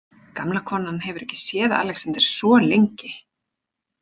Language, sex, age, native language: Icelandic, female, 40-49, Icelandic